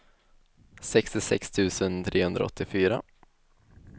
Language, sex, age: Swedish, male, 21